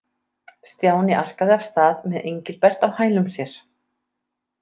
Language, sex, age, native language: Icelandic, female, 30-39, Icelandic